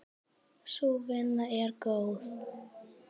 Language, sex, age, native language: Icelandic, male, 10, Icelandic